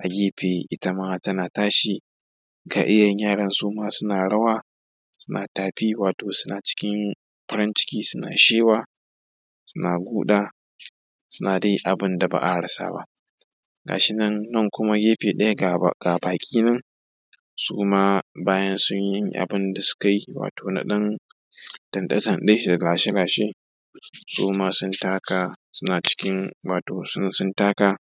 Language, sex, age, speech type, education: Hausa, male, 15-29, spontaneous, tertiary